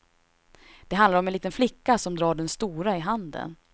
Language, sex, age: Swedish, female, 26